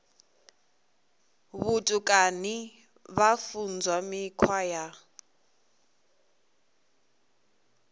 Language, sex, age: Venda, female, 22